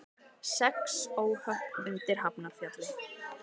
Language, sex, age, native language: Icelandic, female, 30-39, Icelandic